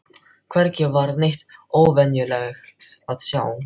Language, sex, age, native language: Icelandic, male, 12, Filipino